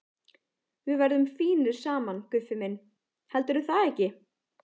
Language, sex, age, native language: Icelandic, female, 14, Icelandic